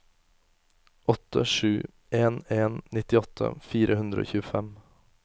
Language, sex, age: Norwegian, male, 24